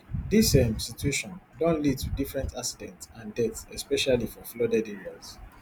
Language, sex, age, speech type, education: Nigerian Pidgin, male, 15-29, spontaneous, tertiary